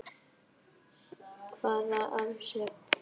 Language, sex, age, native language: Icelandic, female, 10, Icelandic